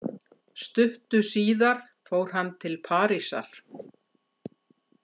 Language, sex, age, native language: Icelandic, female, 60-69, Icelandic